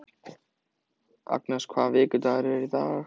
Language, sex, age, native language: Icelandic, male, 14, Icelandic